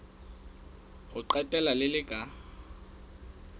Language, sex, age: Southern Sotho, male, 19